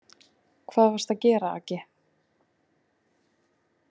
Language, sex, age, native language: Icelandic, female, 20-29, Icelandic